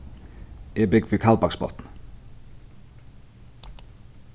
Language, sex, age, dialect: Faroese, male, 15-35, Sandoy